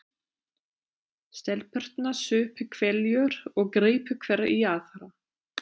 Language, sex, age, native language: Icelandic, female, 30-39, German